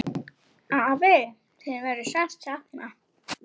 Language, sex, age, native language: Icelandic, female, 9, Icelandic